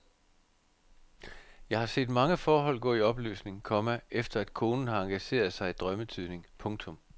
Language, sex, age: Danish, male, 51